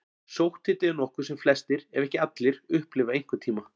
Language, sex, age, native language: Icelandic, male, 40-49, Icelandic